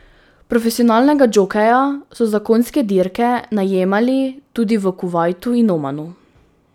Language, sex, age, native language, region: Slovenian, female, 18-29, Slovenian, Drava region